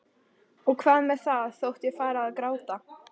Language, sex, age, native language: Icelandic, female, 13, Icelandic